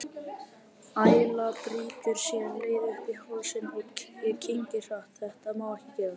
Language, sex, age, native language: Icelandic, male, 30-39, Icelandic